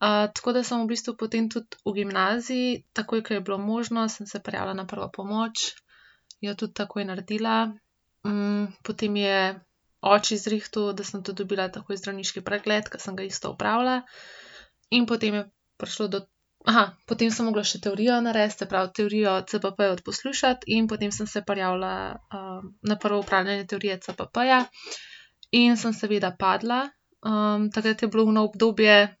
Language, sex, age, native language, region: Slovenian, female, 18-29, Slovenian, Central Slovenia